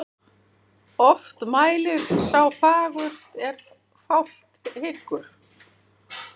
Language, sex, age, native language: Icelandic, female, 30-39, Icelandic